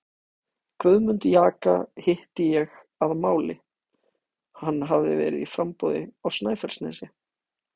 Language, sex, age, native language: Icelandic, male, 18-19, Icelandic